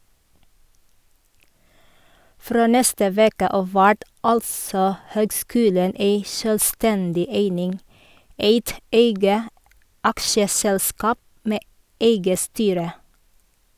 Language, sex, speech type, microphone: Norwegian, female, read, Sennheiser